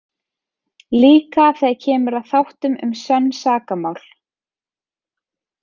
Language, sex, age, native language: Icelandic, female, 30-39, Icelandic